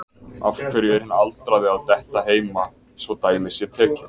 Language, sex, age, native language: Icelandic, male, 20-29, Icelandic